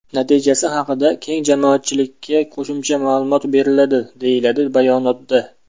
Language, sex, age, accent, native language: Uzbek, male, 19-29, Namangan, Uzbek